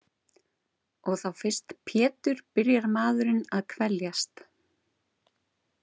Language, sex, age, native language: Icelandic, female, 30-39, Icelandic